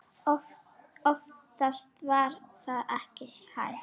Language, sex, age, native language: Icelandic, female, 9, Icelandic